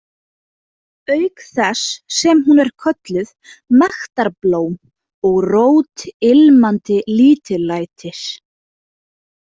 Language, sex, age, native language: Icelandic, female, 20-29, Icelandic